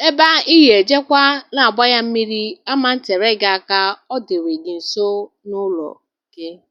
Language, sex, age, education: Igbo, female, 30-45, tertiary